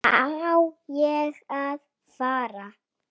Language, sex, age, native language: Icelandic, female, 6, Icelandic